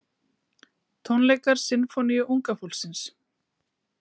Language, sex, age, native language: Icelandic, female, 40-49, Icelandic